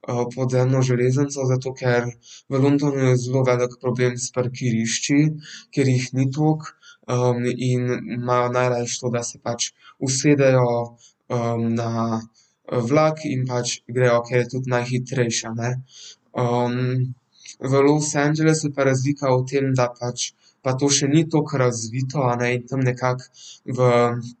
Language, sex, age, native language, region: Slovenian, male, 12-17, Slovenian, Central Slovenia